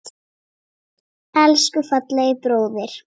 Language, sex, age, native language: Icelandic, female, 7, Icelandic